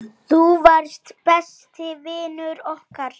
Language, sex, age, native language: Icelandic, male, 9, Icelandic